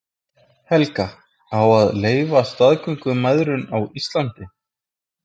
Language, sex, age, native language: Icelandic, male, 20-29, Icelandic